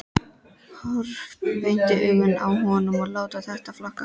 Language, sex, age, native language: Icelandic, female, 13, Icelandic